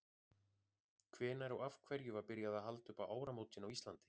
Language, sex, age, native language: Icelandic, male, 40-49, Icelandic